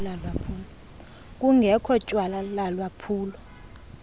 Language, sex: Xhosa, female